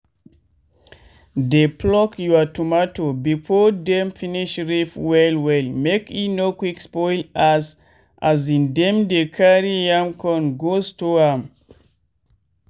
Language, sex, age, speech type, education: Nigerian Pidgin, male, 15-29, spontaneous, tertiary